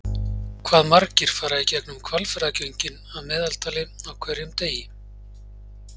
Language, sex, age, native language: Icelandic, male, 40-49, Icelandic